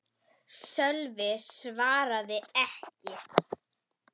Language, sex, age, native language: Icelandic, female, 10, Icelandic